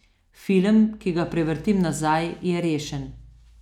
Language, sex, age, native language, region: Slovenian, female, 50-59, Slovenian, Southeast Slovenia